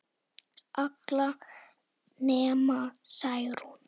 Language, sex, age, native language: Icelandic, female, 10, Icelandic